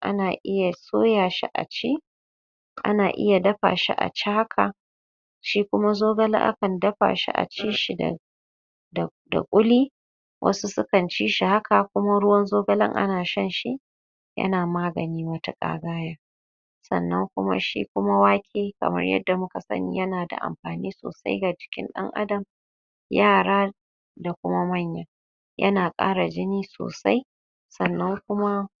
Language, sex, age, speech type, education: Hausa, female, 30-45, spontaneous, tertiary